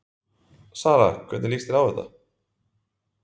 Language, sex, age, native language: Icelandic, male, 20-29, Icelandic